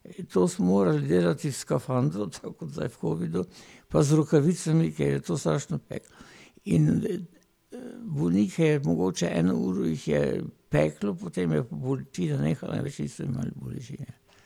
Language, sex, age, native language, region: Slovenian, male, 60+, Slovenian, Pomurje region